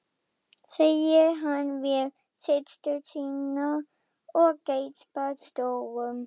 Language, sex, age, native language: Icelandic, female, 11, German